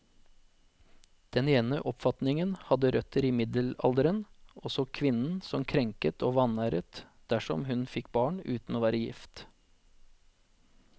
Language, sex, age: Norwegian, male, 40